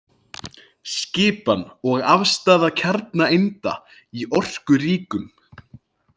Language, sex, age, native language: Icelandic, male, 20-29, Icelandic